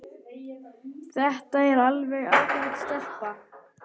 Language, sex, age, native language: Icelandic, male, 10, Icelandic